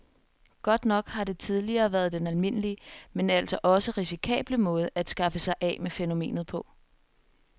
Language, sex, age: Danish, female, 21